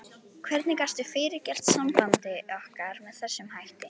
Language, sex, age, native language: Icelandic, female, 11, Icelandic